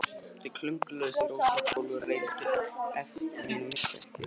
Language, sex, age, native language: Icelandic, male, 18-19, Icelandic